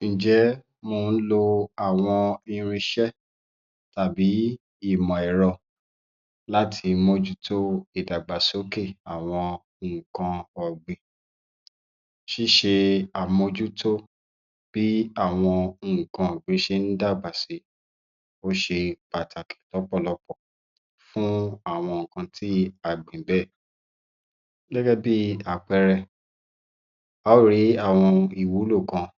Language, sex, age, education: Yoruba, male, 30-45, tertiary